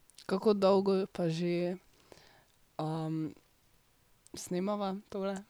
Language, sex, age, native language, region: Slovenian, female, 12-17, Slovenian, Drava region